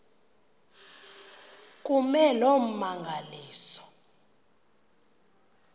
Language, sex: Xhosa, female